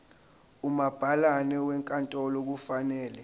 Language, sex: Zulu, male